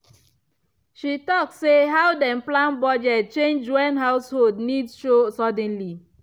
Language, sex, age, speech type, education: Nigerian Pidgin, female, 15-29, spontaneous, tertiary